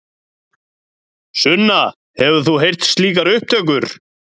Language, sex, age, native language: Icelandic, male, 30-39, Icelandic